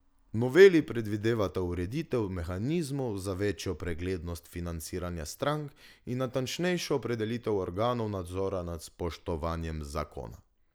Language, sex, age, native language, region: Slovenian, male, 18-29, Slovenian, Drava region